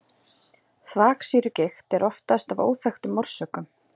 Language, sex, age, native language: Icelandic, female, 40-49, Icelandic